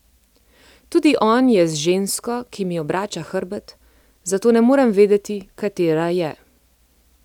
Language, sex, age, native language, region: Slovenian, female, 30-49, Slovenian, Central Slovenia